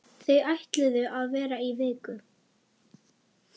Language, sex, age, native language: Icelandic, female, 11, Icelandic